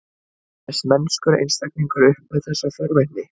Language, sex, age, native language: Icelandic, female, 20-29, Icelandic